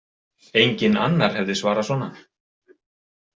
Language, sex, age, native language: Icelandic, male, 40-49, Icelandic